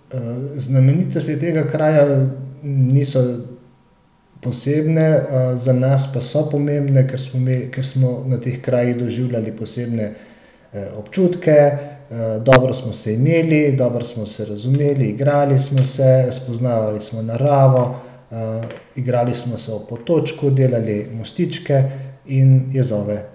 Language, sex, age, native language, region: Slovenian, male, 30-49, Slovenian, Central Slovenia